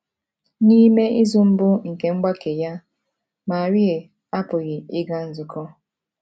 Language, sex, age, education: Igbo, female, 15-29, tertiary